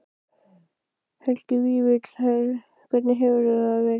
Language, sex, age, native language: Icelandic, male, 12, Icelandic